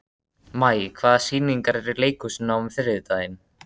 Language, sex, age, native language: Icelandic, male, 13, Icelandic